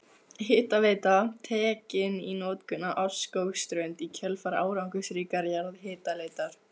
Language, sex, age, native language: Icelandic, female, 15, Icelandic